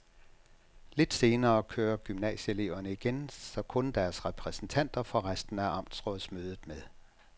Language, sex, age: Danish, male, 67